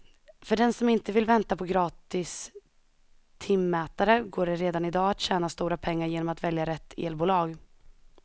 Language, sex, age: Swedish, female, 21